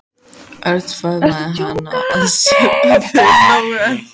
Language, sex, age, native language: Icelandic, female, 14, Icelandic